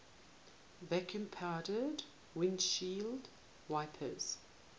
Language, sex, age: English, female, 18